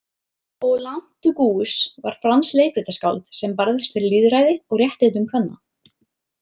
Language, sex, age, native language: Icelandic, female, 30-39, Icelandic